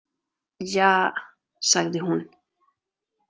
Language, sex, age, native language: Icelandic, female, 30-39, Icelandic